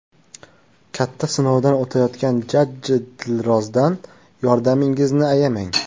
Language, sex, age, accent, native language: Uzbek, male, 19-29, Qashqadaryo, Uzbek